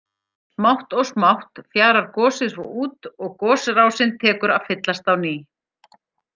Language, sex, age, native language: Icelandic, female, 40-49, Icelandic